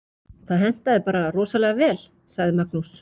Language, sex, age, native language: Icelandic, female, 40-49, Icelandic